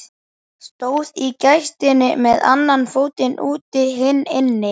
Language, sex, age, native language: Icelandic, male, 11, Icelandic